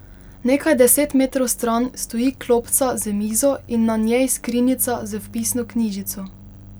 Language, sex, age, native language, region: Slovenian, female, 18-29, Slovenian, Pomurje region